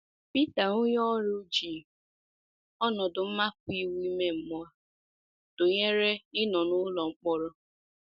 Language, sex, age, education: Igbo, female, 15-29, secondary